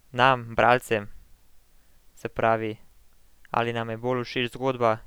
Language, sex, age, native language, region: Slovenian, male, 18-29, Slovenian, Central Slovenia